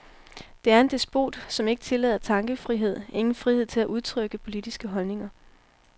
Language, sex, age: Danish, female, 18